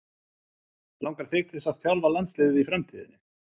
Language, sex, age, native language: Icelandic, male, 30-39, Icelandic